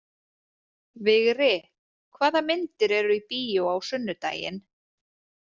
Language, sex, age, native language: Icelandic, female, 30-39, Icelandic